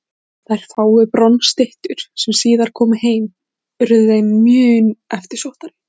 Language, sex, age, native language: Icelandic, female, 40-49, Icelandic